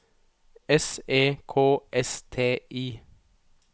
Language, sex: Norwegian, male